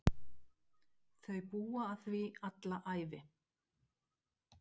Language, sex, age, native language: Icelandic, female, 50-59, Icelandic